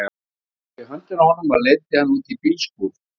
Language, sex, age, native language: Icelandic, male, 50-59, Icelandic